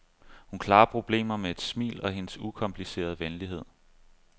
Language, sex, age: Danish, male, 25